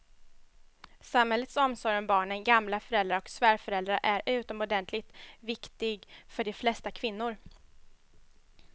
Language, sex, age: Swedish, female, 21